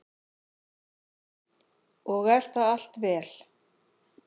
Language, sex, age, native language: Icelandic, female, 40-49, Icelandic